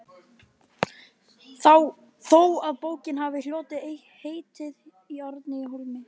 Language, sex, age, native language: Icelandic, male, 12, Icelandic